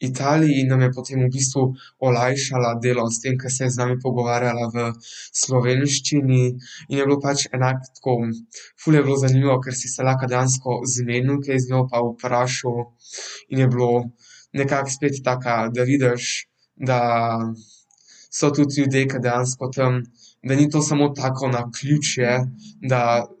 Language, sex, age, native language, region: Slovenian, male, 12-17, Slovenian, Central Slovenia